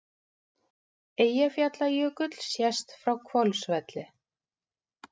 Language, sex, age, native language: Icelandic, female, 40-49, Icelandic